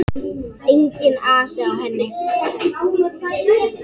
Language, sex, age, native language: Icelandic, female, 8, Icelandic